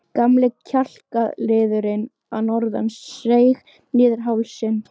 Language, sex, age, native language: Icelandic, female, 13, Icelandic